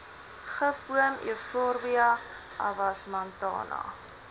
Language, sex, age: Afrikaans, female, 20